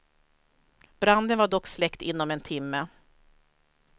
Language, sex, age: Swedish, female, 43